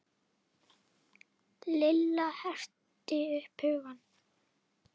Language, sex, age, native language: Icelandic, female, 8, Icelandic